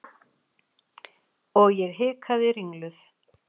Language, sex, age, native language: Icelandic, female, 40-49, Icelandic